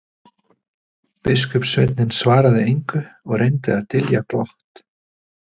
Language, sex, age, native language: Icelandic, male, 30-39, Icelandic